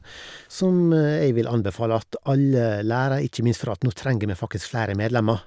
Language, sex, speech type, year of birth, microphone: Norwegian, male, spontaneous, 1970, Shure